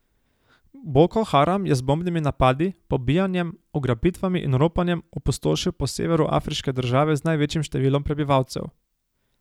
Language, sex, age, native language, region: Slovenian, male, 18-29, Slovenian, Savinja region